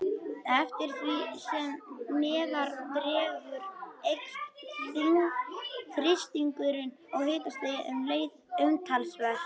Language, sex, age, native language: Icelandic, male, 21, Icelandic